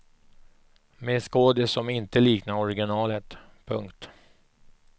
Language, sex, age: Swedish, male, 44